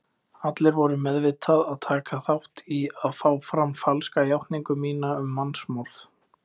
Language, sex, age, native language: Icelandic, male, 20-29, Icelandic